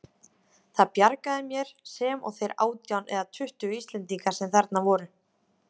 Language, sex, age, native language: Icelandic, female, 30-39, Icelandic